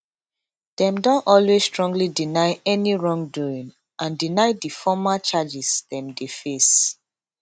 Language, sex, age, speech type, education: Nigerian Pidgin, female, 15-29, spontaneous, tertiary